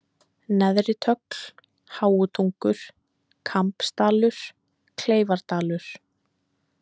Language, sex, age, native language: Icelandic, female, 20-29, Icelandic